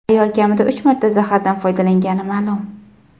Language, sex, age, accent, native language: Uzbek, female, 19-29, Qashqadaryo, Uzbek